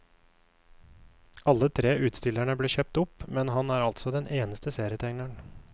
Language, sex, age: Norwegian, male, 29